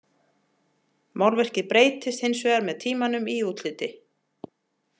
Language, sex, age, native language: Icelandic, female, 40-49, Icelandic